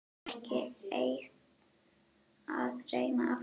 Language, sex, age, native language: Icelandic, female, 9, Icelandic